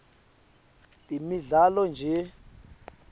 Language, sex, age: Swati, male, 22